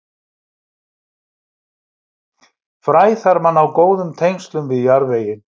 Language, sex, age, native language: Icelandic, male, 60-69, Icelandic